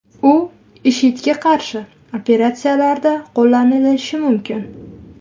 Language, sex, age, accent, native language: Uzbek, female, 18-24, Qashqadaryo, Uzbek